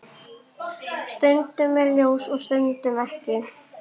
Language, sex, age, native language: Icelandic, female, 11, Icelandic